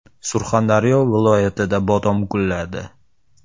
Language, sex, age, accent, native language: Uzbek, male, 18-24, Samarqand, Uzbek